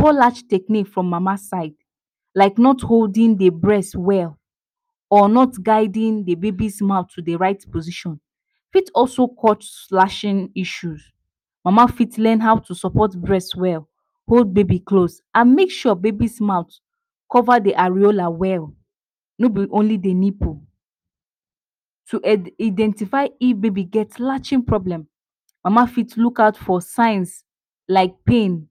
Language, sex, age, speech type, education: Nigerian Pidgin, female, 15-29, spontaneous, tertiary